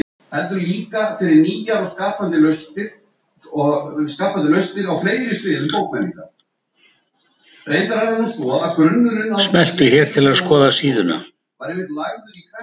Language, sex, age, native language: Icelandic, male, 70-79, Icelandic